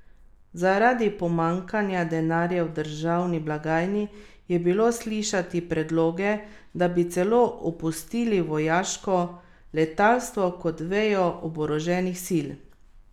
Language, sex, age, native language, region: Slovenian, female, 30-49, Slovenian, Carinthia region